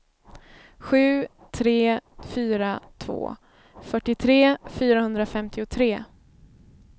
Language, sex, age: Swedish, female, 24